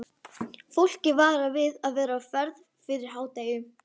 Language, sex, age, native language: Icelandic, female, 11, Icelandic